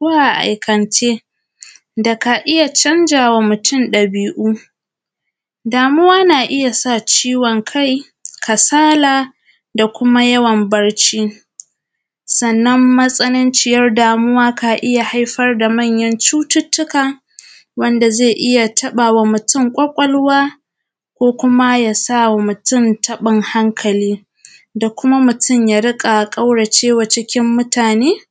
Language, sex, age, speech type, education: Hausa, female, 15-29, spontaneous, primary